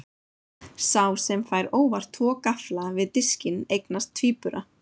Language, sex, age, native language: Icelandic, female, 30-39, Icelandic